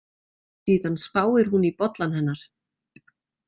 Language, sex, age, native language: Icelandic, female, 40-49, Icelandic